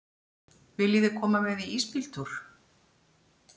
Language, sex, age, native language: Icelandic, female, 60-69, Icelandic